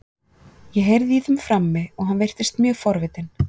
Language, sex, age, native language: Icelandic, female, 40-49, Icelandic